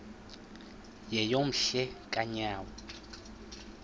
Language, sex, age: Xhosa, male, 20